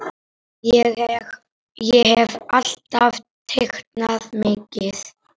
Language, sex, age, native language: Icelandic, male, 8, Icelandic